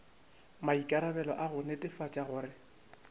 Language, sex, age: Northern Sotho, male, 25